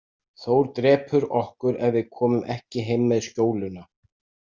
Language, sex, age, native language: Icelandic, male, 60-69, Icelandic